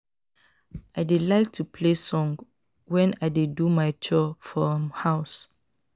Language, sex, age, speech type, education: Nigerian Pidgin, female, 15-29, spontaneous, tertiary